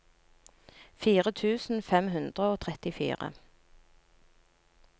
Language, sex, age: Norwegian, female, 39